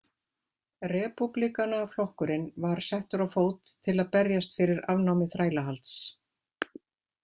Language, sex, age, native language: Icelandic, female, 50-59, Icelandic